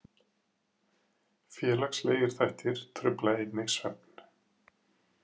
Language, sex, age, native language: Icelandic, male, 40-49, Icelandic